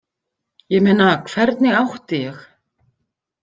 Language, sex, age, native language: Icelandic, female, 50-59, Icelandic